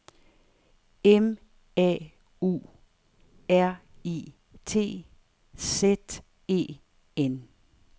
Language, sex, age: Danish, female, 58